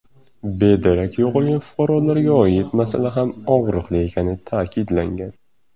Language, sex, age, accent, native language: Uzbek, male, 18-24, Surxondaryo, Uzbek